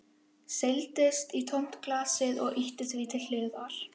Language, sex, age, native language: Icelandic, female, 11, Icelandic